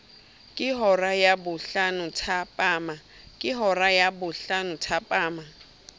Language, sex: Southern Sotho, female